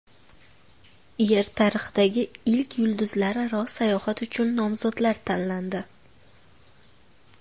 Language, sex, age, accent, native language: Uzbek, female, under 19, Farg'ona, Uzbek